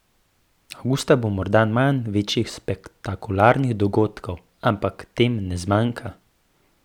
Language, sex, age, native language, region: Slovenian, male, 18-29, Slovenian, Central Slovenia